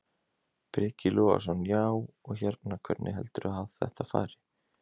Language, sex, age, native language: Icelandic, male, 20-29, Icelandic